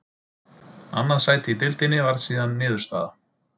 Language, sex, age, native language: Icelandic, male, 30-39, Icelandic